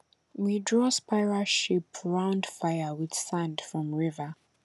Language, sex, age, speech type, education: Nigerian Pidgin, female, 15-29, spontaneous, tertiary